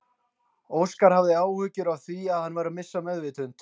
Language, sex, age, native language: Icelandic, male, 20-29, Icelandic